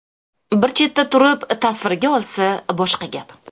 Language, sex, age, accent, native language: Uzbek, female, 35+, Toshkent shahri, Uzbek